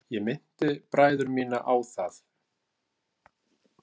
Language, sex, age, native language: Icelandic, male, 50-59, Icelandic